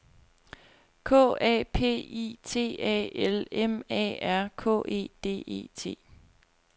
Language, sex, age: Danish, female, 25